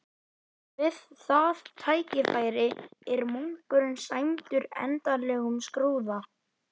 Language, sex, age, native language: Icelandic, male, 11, Icelandic